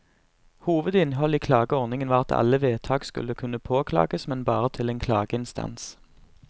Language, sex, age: Norwegian, male, 24